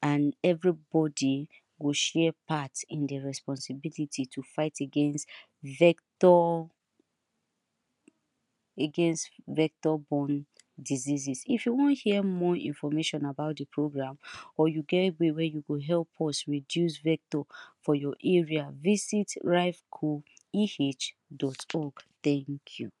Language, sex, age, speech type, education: Nigerian Pidgin, female, 30-45, spontaneous, tertiary